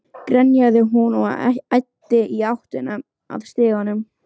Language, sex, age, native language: Icelandic, female, 13, Icelandic